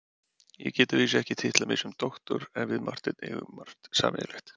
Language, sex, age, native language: Icelandic, male, 30-39, Icelandic